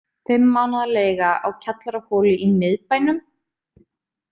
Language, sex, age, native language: Icelandic, female, 30-39, Icelandic